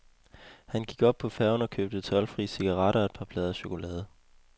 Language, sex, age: Danish, male, 21